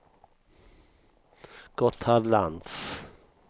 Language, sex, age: Swedish, male, 64